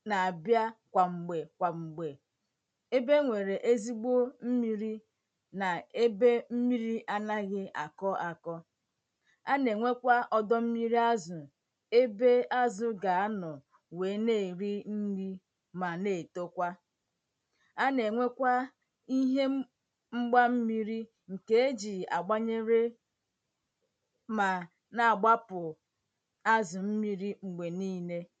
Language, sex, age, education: Igbo, female, 30-45, tertiary